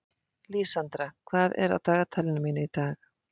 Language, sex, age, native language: Icelandic, female, 50-59, Icelandic